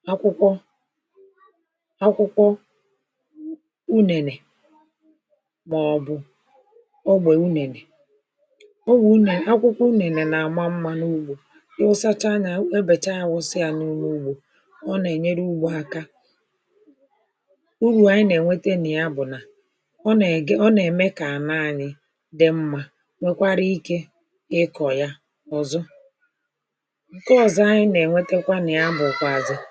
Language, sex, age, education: Igbo, male, 60+, tertiary